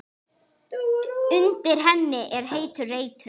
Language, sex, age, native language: Icelandic, female, 10, Icelandic